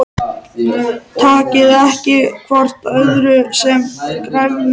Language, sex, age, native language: Icelandic, male, 13, Icelandic